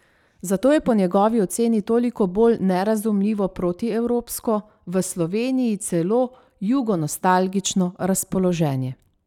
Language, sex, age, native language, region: Slovenian, female, 30-49, Slovenian, Savinja region